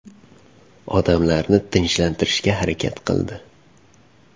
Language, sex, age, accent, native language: Uzbek, male, 18-24, Farg'ona, Uzbek